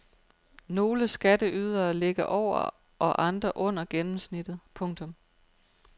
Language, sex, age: Danish, female, 43